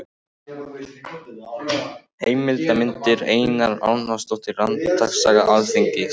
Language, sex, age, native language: Icelandic, male, 18-19, Icelandic